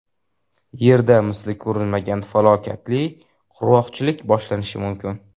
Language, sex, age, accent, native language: Uzbek, male, 12-17, Jizzax, Uzbek